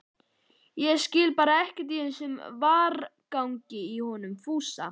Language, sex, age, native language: Icelandic, male, 11, Icelandic